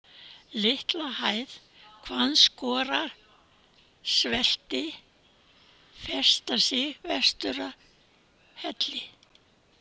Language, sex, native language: Icelandic, female, Icelandic